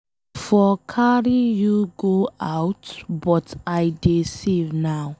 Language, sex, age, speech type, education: Nigerian Pidgin, female, 15-29, read, secondary